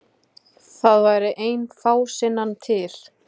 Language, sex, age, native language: Icelandic, female, 20-29, Icelandic